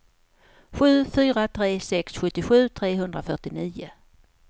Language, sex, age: Swedish, female, 54